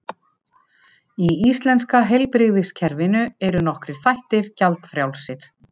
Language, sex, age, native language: Icelandic, female, 50-59, Icelandic